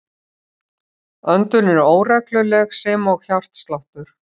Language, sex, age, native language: Icelandic, female, 60-69, Icelandic